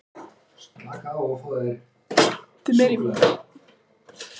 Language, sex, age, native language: Icelandic, female, 40-49, Icelandic